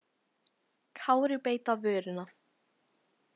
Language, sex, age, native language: Icelandic, female, 18-19, Icelandic